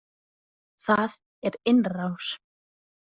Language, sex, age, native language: Icelandic, female, 20-29, Icelandic